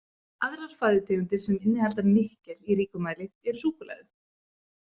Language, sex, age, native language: Icelandic, female, 30-39, Icelandic